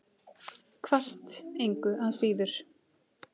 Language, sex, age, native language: Icelandic, female, 40-49, Icelandic